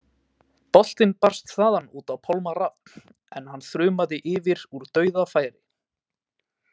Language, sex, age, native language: Icelandic, male, 18-19, Icelandic